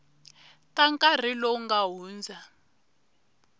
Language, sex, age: Tsonga, female, 23